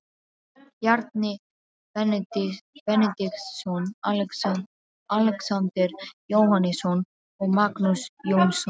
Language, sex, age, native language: Icelandic, female, 12, Serbo-Croatian